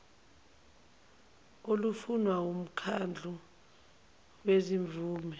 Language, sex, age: Zulu, female, 22